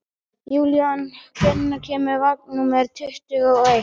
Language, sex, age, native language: Icelandic, male, 12, Icelandic